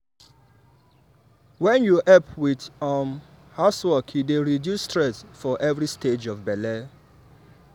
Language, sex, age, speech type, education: Nigerian Pidgin, male, 15-29, spontaneous, tertiary